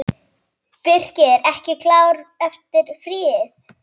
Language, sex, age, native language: Icelandic, male, 8, Icelandic